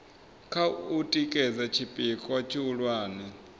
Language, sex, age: Venda, male, 24